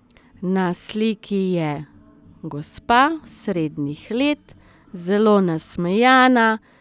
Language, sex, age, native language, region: Slovenian, female, 30-49, Slovenian, Southeast Slovenia